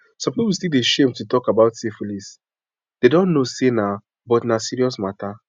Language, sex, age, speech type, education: Nigerian Pidgin, male, 15-29, spontaneous, secondary